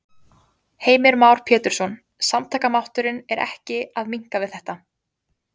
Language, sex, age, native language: Icelandic, female, 20-29, Icelandic